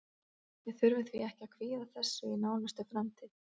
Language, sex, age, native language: Icelandic, female, 40-49, Icelandic